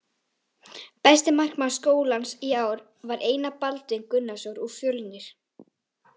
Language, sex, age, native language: Icelandic, female, 18-19, Icelandic